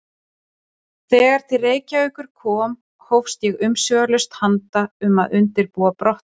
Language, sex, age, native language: Icelandic, female, 40-49, Icelandic